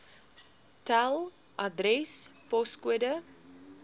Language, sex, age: Afrikaans, female, 21